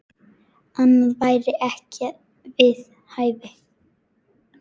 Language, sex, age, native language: Icelandic, male, 9, Icelandic